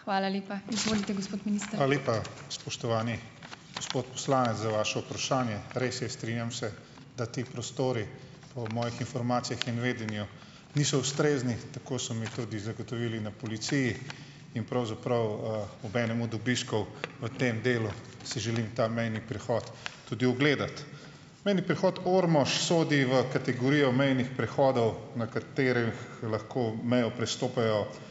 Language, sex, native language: Slovenian, male, Slovenian